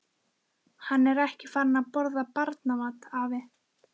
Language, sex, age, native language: Icelandic, female, 12, Icelandic